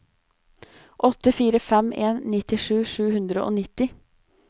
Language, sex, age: Norwegian, female, 26